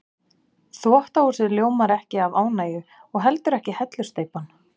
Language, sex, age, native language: Icelandic, female, 30-39, Icelandic